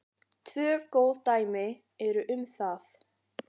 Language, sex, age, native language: Icelandic, female, 40-49, Icelandic